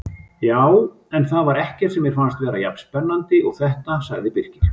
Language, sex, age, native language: Icelandic, male, 50-59, Icelandic